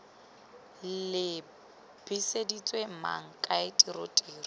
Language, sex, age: Tswana, female, 21